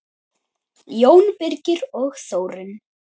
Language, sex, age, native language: Icelandic, male, 10, Icelandic